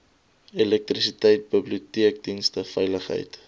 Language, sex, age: Afrikaans, male, 22